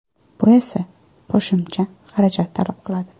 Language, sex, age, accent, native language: Uzbek, female, 25-34, Samarqand, Uzbek